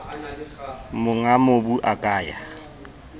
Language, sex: Southern Sotho, male